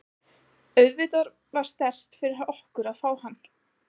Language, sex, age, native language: Icelandic, female, 20-29, Icelandic